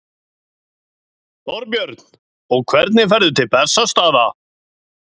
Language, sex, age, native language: Icelandic, male, 30-39, Icelandic